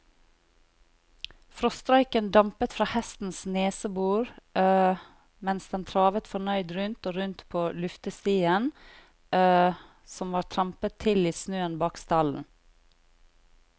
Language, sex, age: Norwegian, female, 40